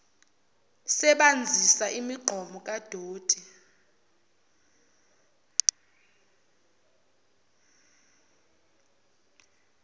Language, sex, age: Zulu, female, 29